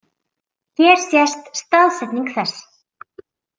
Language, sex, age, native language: Icelandic, female, 40-49, Icelandic